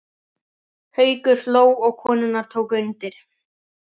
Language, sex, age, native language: Icelandic, male, 11, Icelandic